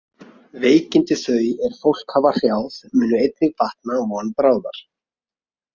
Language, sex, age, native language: Icelandic, male, 30-39, Icelandic